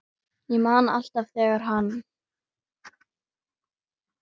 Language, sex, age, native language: Icelandic, female, 9, Icelandic